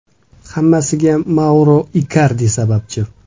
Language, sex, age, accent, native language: Uzbek, male, 25-34, Toshkent viloyati, Uzbek